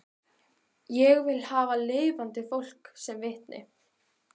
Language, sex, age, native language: Icelandic, female, 12, Icelandic